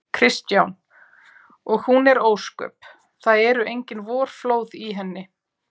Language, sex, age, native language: Icelandic, female, 40-49, Icelandic